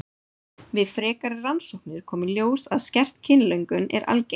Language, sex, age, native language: Icelandic, female, 30-39, Icelandic